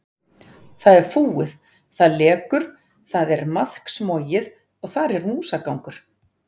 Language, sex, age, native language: Icelandic, female, 40-49, Icelandic